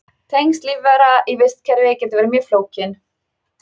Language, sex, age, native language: Icelandic, female, 30-39, Icelandic